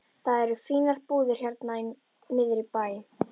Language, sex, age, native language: Icelandic, female, 11, Icelandic